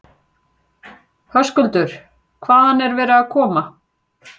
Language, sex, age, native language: Icelandic, female, 40-49, Icelandic